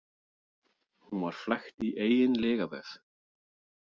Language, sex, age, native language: Icelandic, male, 40-49, Icelandic